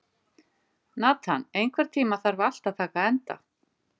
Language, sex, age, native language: Icelandic, female, 50-59, Icelandic